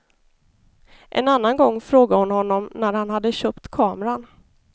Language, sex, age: Swedish, female, 33